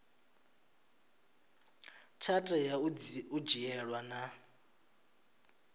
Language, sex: Venda, male